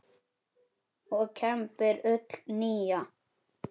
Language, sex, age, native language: Icelandic, male, 9, Icelandic